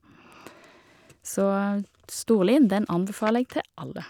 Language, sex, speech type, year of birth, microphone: Norwegian, female, spontaneous, 1969, Shure